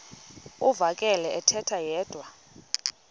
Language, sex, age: Xhosa, female, 31